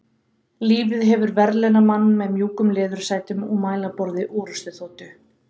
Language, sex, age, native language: Icelandic, female, 30-39, Icelandic